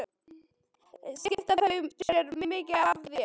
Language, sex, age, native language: Icelandic, female, 12, Icelandic